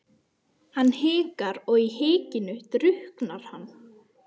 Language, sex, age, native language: Icelandic, female, 12, Icelandic